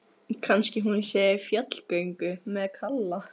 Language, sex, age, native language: Icelandic, female, 15, Icelandic